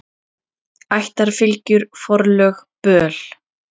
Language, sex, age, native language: Icelandic, female, 30-39, Icelandic